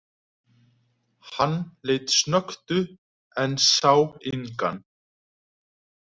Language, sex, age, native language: Icelandic, male, 20-29, Icelandic